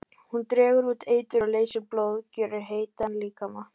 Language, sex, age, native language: Icelandic, female, 18-19, Icelandic